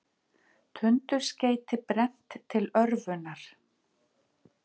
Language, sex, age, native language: Icelandic, female, 50-59, Icelandic